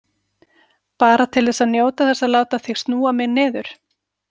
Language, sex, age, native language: Icelandic, female, 40-49, Icelandic